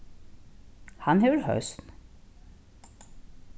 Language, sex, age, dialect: Faroese, female, 36-60, Norðurstreymoy/Eysturoy